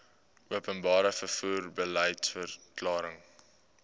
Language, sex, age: Afrikaans, male, 18